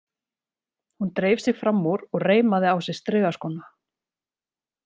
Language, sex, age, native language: Icelandic, female, 30-39, Icelandic